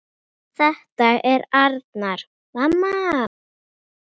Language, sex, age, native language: Icelandic, female, 9, Icelandic